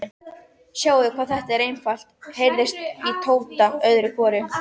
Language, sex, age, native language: Icelandic, female, 13, Icelandic